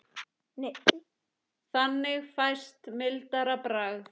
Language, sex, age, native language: Icelandic, female, 10, Icelandic